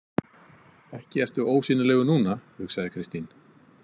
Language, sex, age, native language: Icelandic, male, 50-59, Icelandic